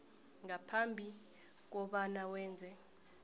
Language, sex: South Ndebele, female